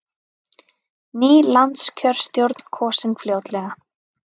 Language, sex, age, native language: Icelandic, female, 30-39, Icelandic